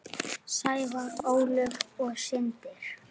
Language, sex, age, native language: Icelandic, male, 8, Icelandic